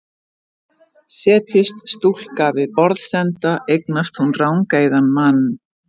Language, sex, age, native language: Icelandic, female, 50-59, Icelandic